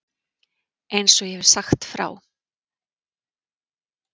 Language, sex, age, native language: Icelandic, female, 40-49, Icelandic